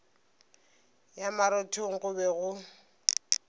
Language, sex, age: Northern Sotho, female, 25